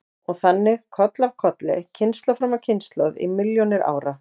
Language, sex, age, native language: Icelandic, female, 40-49, Icelandic